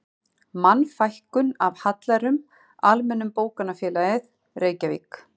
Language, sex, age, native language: Icelandic, female, 40-49, Icelandic